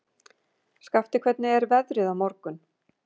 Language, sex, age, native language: Icelandic, female, 50-59, Icelandic